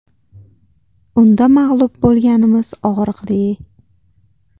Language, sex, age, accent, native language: Uzbek, female, 19-29, Toshkent shahri, Uzbek